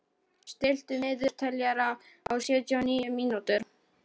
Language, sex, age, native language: Icelandic, male, 12, Polish